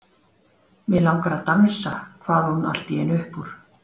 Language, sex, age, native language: Icelandic, female, 40-49, Icelandic